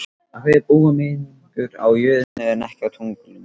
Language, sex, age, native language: Icelandic, male, 13, Icelandic